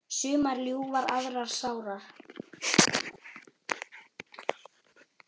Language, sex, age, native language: Icelandic, male, 9, Icelandic